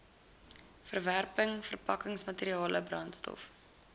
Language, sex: Afrikaans, female